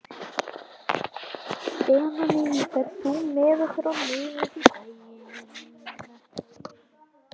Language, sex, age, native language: Icelandic, male, 11, Icelandic